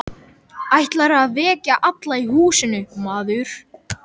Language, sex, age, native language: Icelandic, male, 12, Icelandic